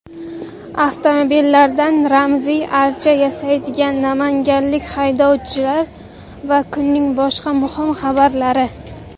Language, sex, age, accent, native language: Uzbek, female, 19-29, Jizzax, Uzbek